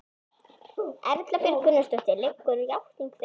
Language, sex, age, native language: Icelandic, female, 11, Icelandic